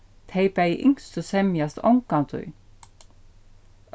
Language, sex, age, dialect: Faroese, female, 36-60, Suðurstreymoy